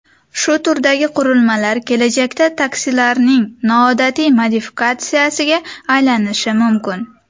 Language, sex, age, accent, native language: Uzbek, female, under 19, Sirdaryo, Uzbek